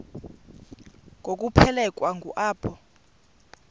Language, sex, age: Xhosa, female, 28